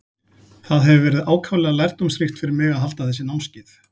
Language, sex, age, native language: Icelandic, male, 40-49, Icelandic